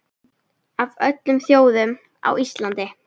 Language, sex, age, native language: Icelandic, female, 9, Icelandic